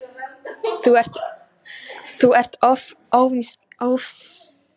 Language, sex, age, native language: Icelandic, female, 18-19, Polish